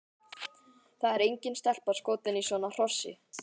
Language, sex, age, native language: Icelandic, male, 11, Icelandic